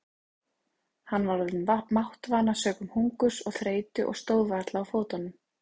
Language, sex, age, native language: Icelandic, female, 30-39, Icelandic